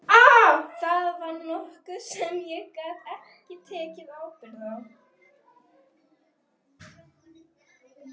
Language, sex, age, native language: Icelandic, female, 12, Icelandic